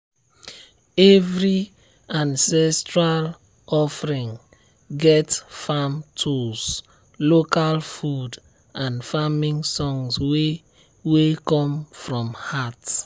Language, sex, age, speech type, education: Nigerian Pidgin, male, 30-45, spontaneous, tertiary